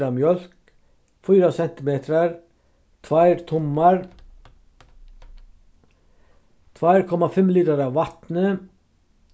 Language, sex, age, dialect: Faroese, male, 36-60, Vágar